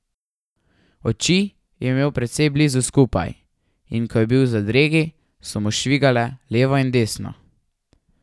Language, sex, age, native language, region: Slovenian, male, 12-17, Slovenian, Savinja region